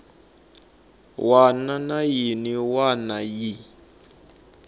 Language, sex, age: Tsonga, male, 19